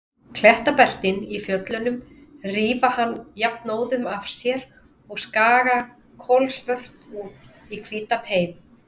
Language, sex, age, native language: Icelandic, female, 30-39, Icelandic